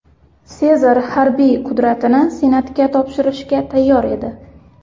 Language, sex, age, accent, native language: Uzbek, female, 12-17, Xorazm, Uzbek